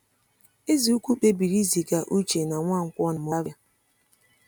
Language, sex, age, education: Igbo, female, 30-45, tertiary